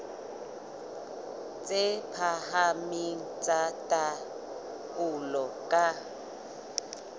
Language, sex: Southern Sotho, female